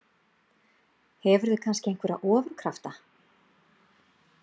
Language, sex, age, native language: Icelandic, female, 40-49, Icelandic